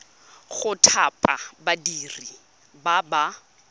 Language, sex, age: Tswana, female, 22